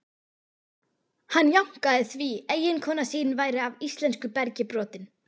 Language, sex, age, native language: Icelandic, female, 12, Icelandic